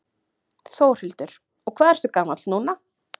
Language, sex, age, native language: Icelandic, female, 30-39, Icelandic